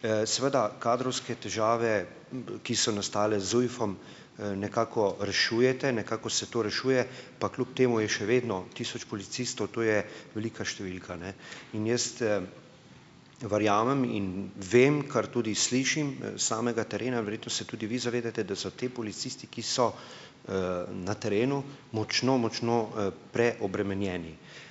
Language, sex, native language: Slovenian, male, Slovenian